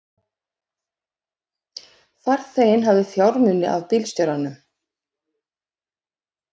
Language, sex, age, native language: Icelandic, female, 18-19, Icelandic